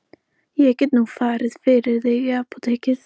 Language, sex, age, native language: Icelandic, male, 14, Icelandic